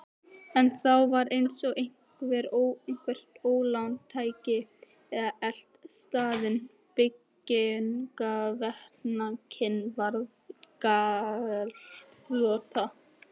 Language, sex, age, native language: Icelandic, female, 18-19, Icelandic